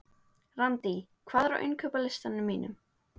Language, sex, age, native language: Icelandic, female, 18-19, Icelandic